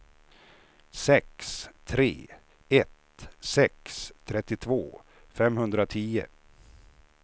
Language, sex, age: Swedish, male, 56